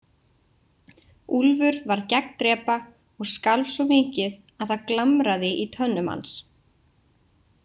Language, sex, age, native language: Icelandic, female, 20-29, Icelandic